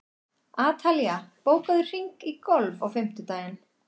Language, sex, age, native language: Icelandic, female, 40-49, Icelandic